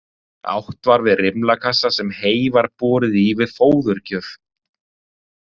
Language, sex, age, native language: Icelandic, male, 30-39, Icelandic